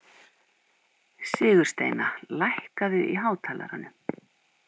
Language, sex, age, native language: Icelandic, female, 50-59, Icelandic